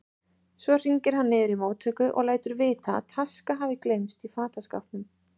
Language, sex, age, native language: Icelandic, female, 30-39, Icelandic